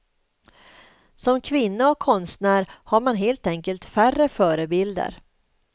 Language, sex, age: Swedish, female, 38